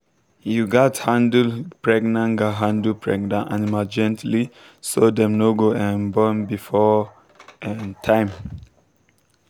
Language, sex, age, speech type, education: Nigerian Pidgin, male, 15-29, spontaneous, tertiary